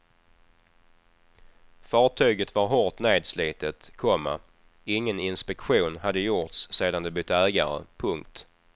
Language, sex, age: Swedish, male, 28